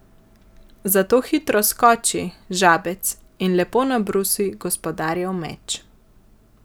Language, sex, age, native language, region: Slovenian, male, 50-59, Slovenian, Central Slovenia